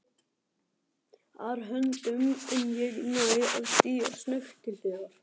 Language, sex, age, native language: Icelandic, other, 11, Icelandic